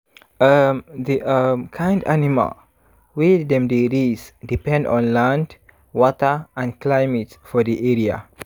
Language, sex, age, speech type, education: Nigerian Pidgin, male, 15-29, spontaneous, secondary